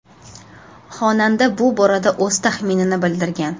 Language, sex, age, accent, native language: Uzbek, female, 12-17, Toshkent shahri, Uzbek